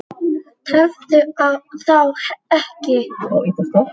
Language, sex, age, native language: Icelandic, male, 8, Icelandic